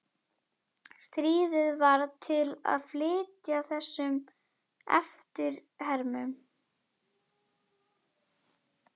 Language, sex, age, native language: Icelandic, female, 11, Icelandic